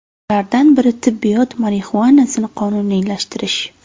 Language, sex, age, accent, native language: Uzbek, female, 18-24, Navoiy, Uzbek